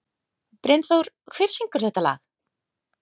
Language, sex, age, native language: Icelandic, female, 30-39, Icelandic